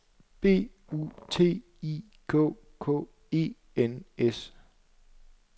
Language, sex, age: Danish, male, 26